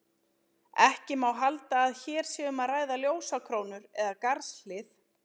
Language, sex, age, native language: Icelandic, female, 30-39, Icelandic